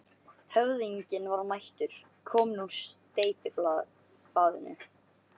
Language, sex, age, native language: Icelandic, male, 13, Icelandic